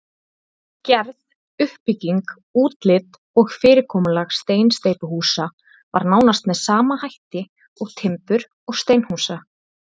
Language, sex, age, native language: Icelandic, female, 30-39, Icelandic